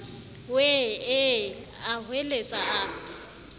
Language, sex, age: Southern Sotho, female, 35